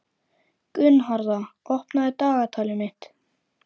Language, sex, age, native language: Icelandic, male, 11, Icelandic